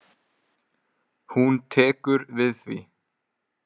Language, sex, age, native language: Icelandic, male, 20-29, Icelandic